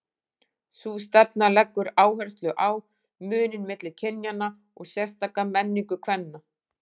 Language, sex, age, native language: Icelandic, female, 40-49, Icelandic